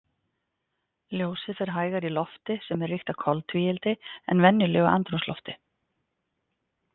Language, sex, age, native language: Icelandic, female, 50-59, Icelandic